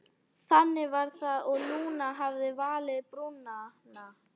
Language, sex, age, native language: Icelandic, female, 12, Icelandic